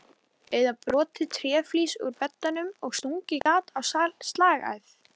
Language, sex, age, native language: Icelandic, female, 11, Icelandic